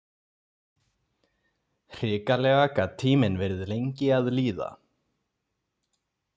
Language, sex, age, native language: Icelandic, male, 20-29, Icelandic